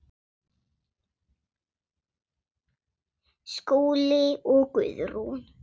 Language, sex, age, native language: Icelandic, female, 7, Swedish